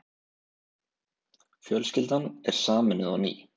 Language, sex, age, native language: Icelandic, male, 20-29, Icelandic